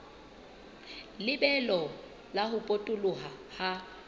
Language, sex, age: Southern Sotho, female, 29